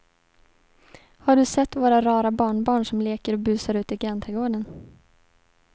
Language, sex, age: Swedish, female, 18